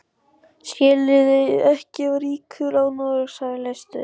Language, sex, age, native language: Icelandic, male, 14, Icelandic